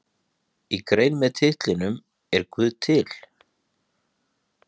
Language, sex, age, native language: Icelandic, male, 30-39, Icelandic